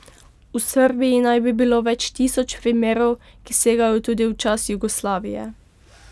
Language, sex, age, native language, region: Slovenian, female, 12-17, Slovenian, Pomurje region